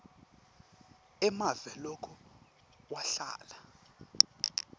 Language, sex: Swati, male